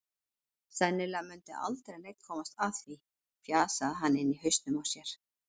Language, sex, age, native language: Icelandic, female, 40-49, Icelandic